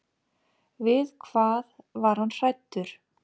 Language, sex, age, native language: Icelandic, female, 50-59, Icelandic